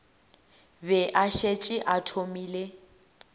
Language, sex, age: Northern Sotho, female, 18